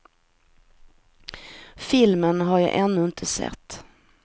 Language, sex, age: Swedish, female, 43